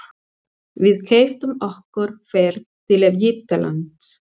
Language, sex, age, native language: Icelandic, female, 40-49, Spanish